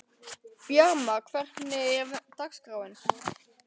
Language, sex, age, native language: Icelandic, male, 12, Icelandic